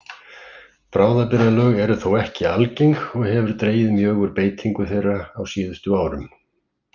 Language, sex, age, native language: Icelandic, male, 50-59, Icelandic